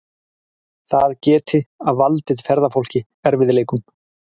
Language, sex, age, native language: Icelandic, male, 40-49, Icelandic